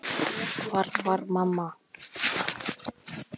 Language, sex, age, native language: Icelandic, male, 10, Icelandic